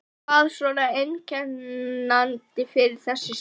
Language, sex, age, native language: Icelandic, female, 12, Icelandic